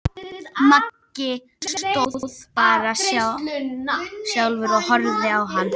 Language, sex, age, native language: Icelandic, female, 11, Icelandic